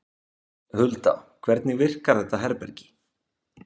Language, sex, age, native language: Icelandic, male, 20-29, Icelandic